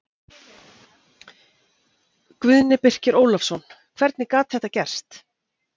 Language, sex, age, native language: Icelandic, female, 40-49, Icelandic